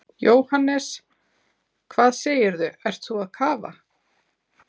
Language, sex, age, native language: Icelandic, female, 40-49, Icelandic